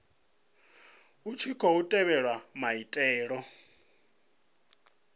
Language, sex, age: Venda, male, 37